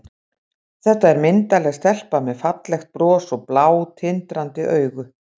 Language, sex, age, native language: Icelandic, female, 60-69, Icelandic